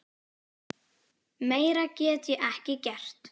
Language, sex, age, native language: Icelandic, female, 10, Icelandic